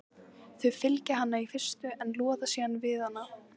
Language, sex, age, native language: Icelandic, female, 14, Icelandic